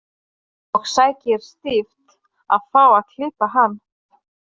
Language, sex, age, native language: Icelandic, female, 30-39, Polish